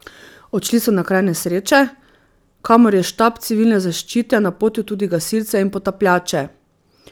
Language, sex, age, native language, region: Slovenian, female, 30-49, Slovenian, Drava region